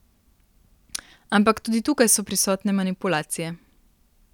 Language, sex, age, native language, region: Slovenian, female, 18-29, Slovenian, Primorsko-notranjska region